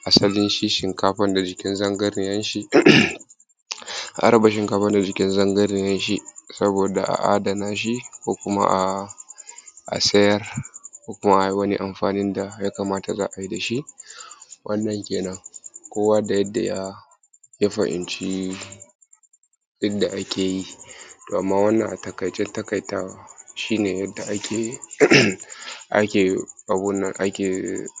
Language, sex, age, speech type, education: Hausa, male, 30-45, spontaneous, primary